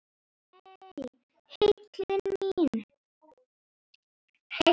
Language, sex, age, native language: Icelandic, female, 10, Icelandic